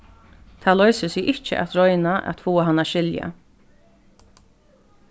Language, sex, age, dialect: Faroese, female, 15-35, Norðurstreymoy/Eysturoy